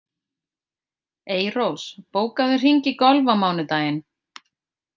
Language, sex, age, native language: Icelandic, female, 50-59, Icelandic